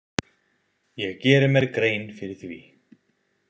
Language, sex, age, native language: Icelandic, male, 20-29, Icelandic